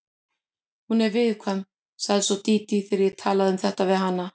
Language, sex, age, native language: Icelandic, female, 50-59, Icelandic